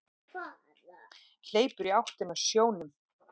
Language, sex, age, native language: Icelandic, male, 8, Icelandic